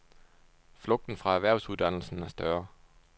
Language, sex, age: Danish, male, 29